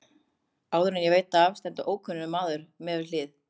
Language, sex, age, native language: Icelandic, other, 30-39, Icelandic